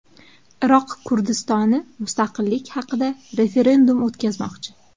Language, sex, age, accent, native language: Uzbek, female, 18-24, Surxondaryo, Uzbek